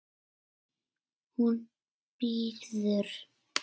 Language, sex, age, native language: Icelandic, female, 6, Icelandic